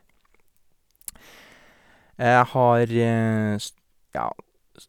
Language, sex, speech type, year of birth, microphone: Norwegian, male, spontaneous, 1983, Sennheiser